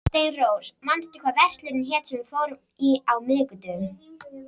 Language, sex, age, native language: Icelandic, female, 30-39, Icelandic